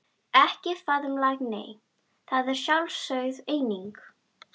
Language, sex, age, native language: Icelandic, female, 12, Icelandic